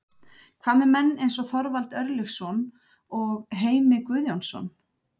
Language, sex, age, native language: Icelandic, female, 30-39, Icelandic